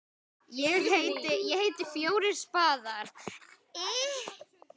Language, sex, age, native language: Icelandic, male, 10, Icelandic